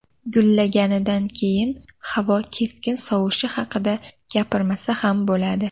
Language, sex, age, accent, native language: Uzbek, female, under 19, Toshkent viloyati, Uzbek